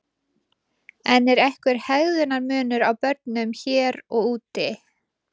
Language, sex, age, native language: Icelandic, female, 20-29, Icelandic